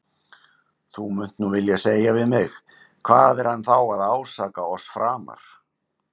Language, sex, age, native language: Icelandic, male, 50-59, Icelandic